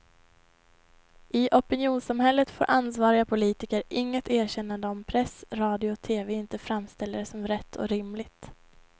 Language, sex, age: Swedish, female, 21